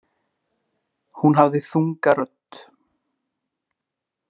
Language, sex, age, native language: Icelandic, male, 20-29, Icelandic